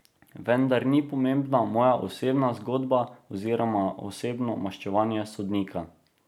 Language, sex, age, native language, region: Slovenian, male, 18-29, Slovenian, Drava region